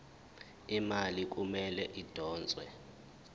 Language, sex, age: Zulu, male, 21